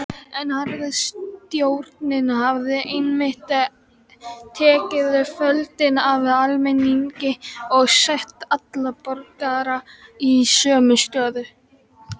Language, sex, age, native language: Icelandic, female, 18-19, Icelandic